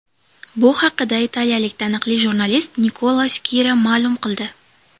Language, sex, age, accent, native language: Uzbek, female, 18-24, Toshkent shahri, Uzbek